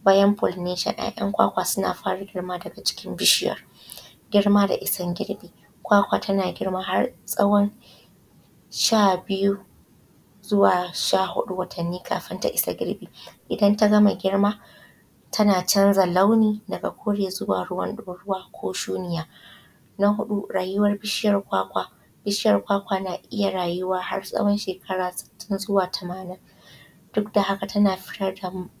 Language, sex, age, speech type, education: Hausa, female, 15-29, spontaneous, tertiary